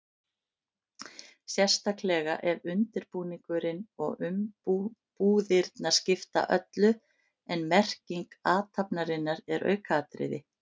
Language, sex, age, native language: Icelandic, female, 50-59, Icelandic